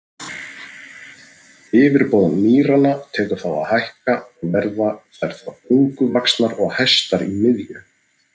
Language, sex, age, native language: Icelandic, male, 40-49, Icelandic